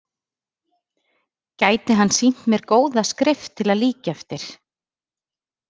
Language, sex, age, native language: Icelandic, female, 30-39, Icelandic